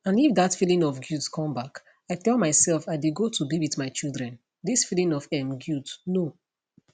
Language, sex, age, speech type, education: Nigerian Pidgin, female, 15-29, spontaneous, tertiary